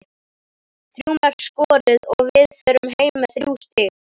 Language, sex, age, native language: Icelandic, male, 18-19, Icelandic